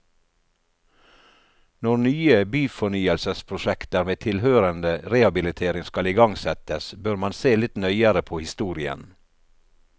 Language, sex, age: Norwegian, male, 48